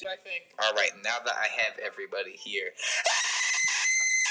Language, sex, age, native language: Icelandic, other, 12, Icelandic